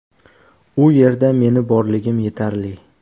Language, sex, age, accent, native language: Uzbek, male, 25-34, Toshkent viloyati, Uzbek